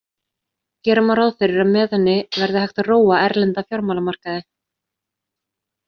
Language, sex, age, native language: Icelandic, female, 30-39, Icelandic